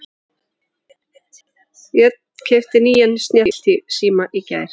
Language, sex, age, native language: Icelandic, female, 40-49, Icelandic